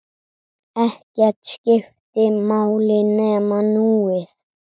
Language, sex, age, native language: Icelandic, male, 7, Icelandic